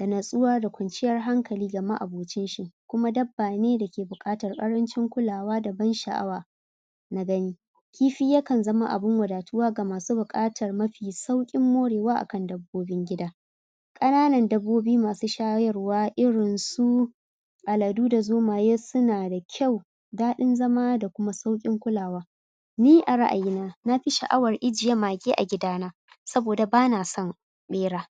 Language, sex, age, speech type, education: Hausa, female, 30-45, spontaneous, tertiary